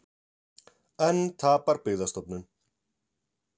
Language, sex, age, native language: Icelandic, male, 40-49, Icelandic